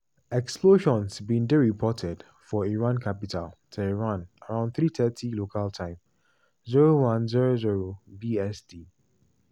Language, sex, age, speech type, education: Nigerian Pidgin, male, 15-29, spontaneous, tertiary